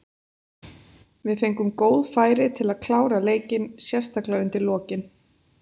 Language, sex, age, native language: Icelandic, female, 30-39, Icelandic